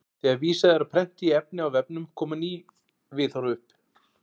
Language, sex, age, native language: Icelandic, male, 40-49, Icelandic